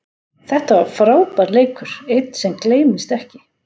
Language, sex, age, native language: Icelandic, female, 40-49, Icelandic